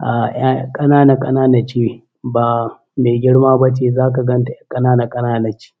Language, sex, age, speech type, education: Hausa, male, 15-29, spontaneous, primary